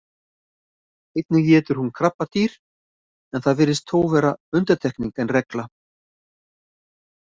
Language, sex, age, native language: Icelandic, male, 50-59, Icelandic